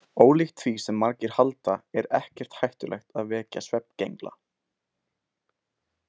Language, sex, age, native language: Icelandic, male, 20-29, Icelandic